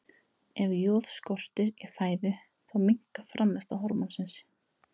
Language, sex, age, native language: Icelandic, female, 30-39, Icelandic